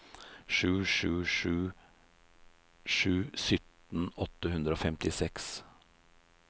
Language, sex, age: Norwegian, male, 56